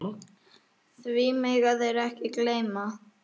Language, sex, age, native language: Icelandic, male, 9, Icelandic